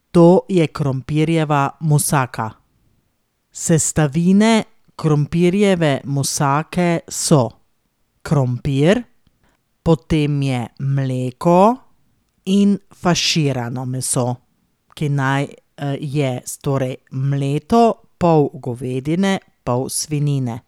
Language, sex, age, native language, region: Slovenian, female, 30-49, Slovenian, Drava region